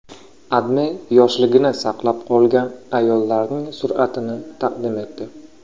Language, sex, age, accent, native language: Uzbek, male, under 19, Qashqadaryo, Uzbek